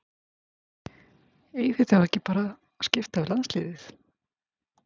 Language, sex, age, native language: Icelandic, female, 50-59, Icelandic